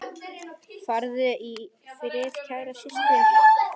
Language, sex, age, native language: Icelandic, male, 10, Icelandic